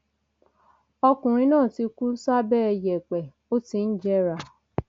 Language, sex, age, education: Yoruba, female, 30-45, tertiary